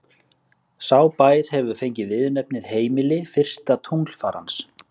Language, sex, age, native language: Icelandic, male, 30-39, Icelandic